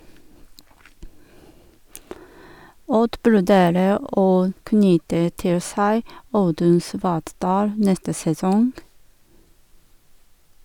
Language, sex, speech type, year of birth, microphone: Norwegian, female, read, 1978, Sennheiser